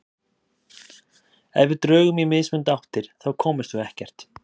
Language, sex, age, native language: Icelandic, male, 30-39, Icelandic